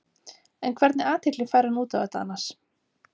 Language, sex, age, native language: Icelandic, female, 30-39, Icelandic